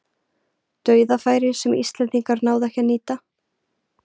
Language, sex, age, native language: Icelandic, female, 20-29, Icelandic